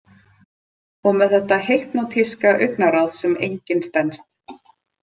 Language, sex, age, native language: Icelandic, female, 30-39, Icelandic